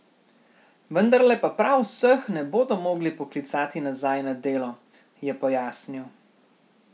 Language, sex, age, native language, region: Slovenian, male, 18-29, Slovenian, Central Slovenia